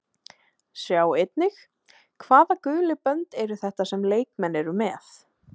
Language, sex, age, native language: Icelandic, female, 20-29, Icelandic